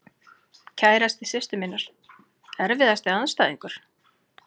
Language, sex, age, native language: Icelandic, female, 40-49, Icelandic